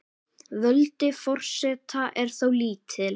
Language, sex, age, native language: Icelandic, male, 10, Icelandic